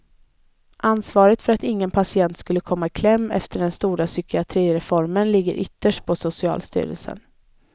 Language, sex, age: Swedish, female, 20